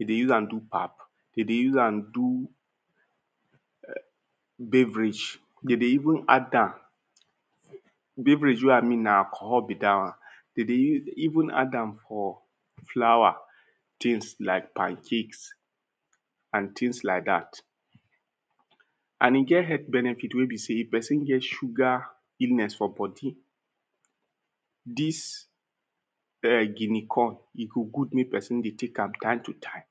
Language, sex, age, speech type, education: Nigerian Pidgin, male, 30-45, spontaneous, tertiary